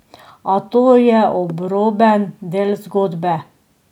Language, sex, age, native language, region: Slovenian, female, 50-59, Slovenian, Drava region